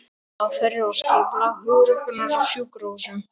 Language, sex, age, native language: Icelandic, male, 13, Icelandic